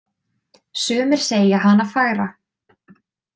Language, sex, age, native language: Icelandic, female, 20-29, Icelandic